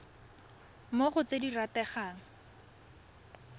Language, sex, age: Tswana, female, 20